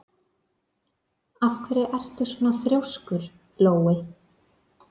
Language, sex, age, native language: Icelandic, female, 30-39, Icelandic